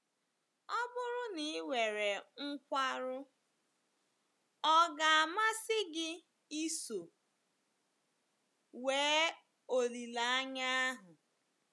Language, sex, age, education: Igbo, female, 15-29, tertiary